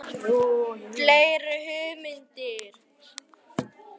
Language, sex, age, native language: Icelandic, male, 12, Icelandic